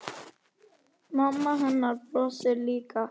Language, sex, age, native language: Icelandic, male, 9, Icelandic